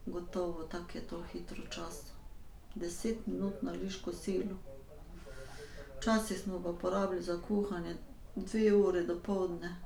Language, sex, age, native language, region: Slovenian, female, 50-59, Slovenian, Carinthia region